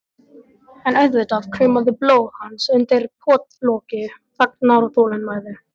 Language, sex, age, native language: Icelandic, male, 12, Icelandic